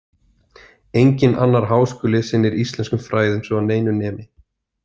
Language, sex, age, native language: Icelandic, male, 30-39, Icelandic